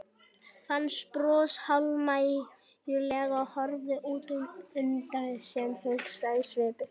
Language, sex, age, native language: Icelandic, female, 60-69, Icelandic